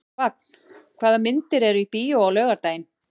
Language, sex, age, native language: Icelandic, female, 40-49, Icelandic